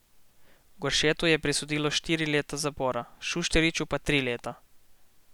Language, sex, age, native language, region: Slovenian, male, 18-29, Slovenian, Posavska region